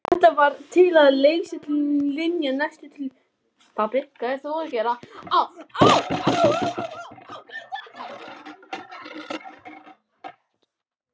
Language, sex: Icelandic, other